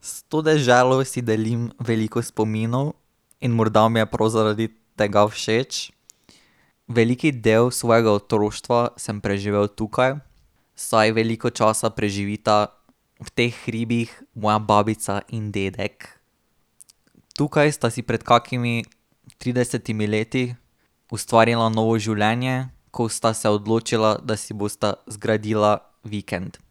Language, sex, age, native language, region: Slovenian, male, 18-29, Slovenian, Drava region